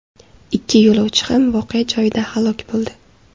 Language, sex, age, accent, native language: Uzbek, female, 18-24, Samarqand, Uzbek